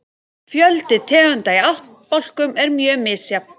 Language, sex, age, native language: Icelandic, female, 40-49, Icelandic